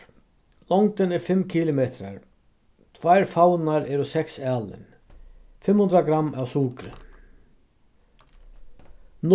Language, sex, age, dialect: Faroese, male, 36-60, Vágar